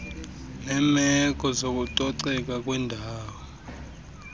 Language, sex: Xhosa, male